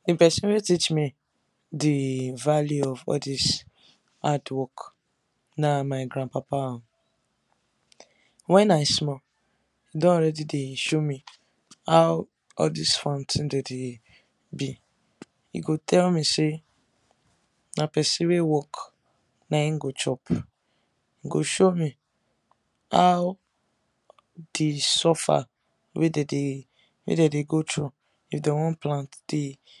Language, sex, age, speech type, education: Nigerian Pidgin, female, 15-29, spontaneous, tertiary